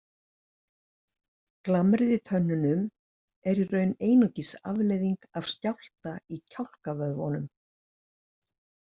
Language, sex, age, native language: Icelandic, female, 60-69, Icelandic